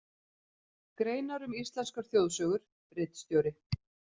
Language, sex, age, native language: Icelandic, female, 50-59, Icelandic